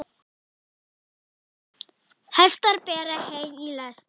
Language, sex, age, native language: Icelandic, female, 10, Icelandic